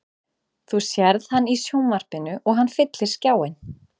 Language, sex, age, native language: Icelandic, female, 30-39, Icelandic